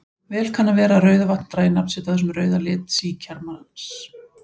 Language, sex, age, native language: Icelandic, female, 40-49, Icelandic